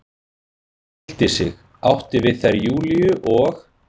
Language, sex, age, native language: Icelandic, male, 40-49, Icelandic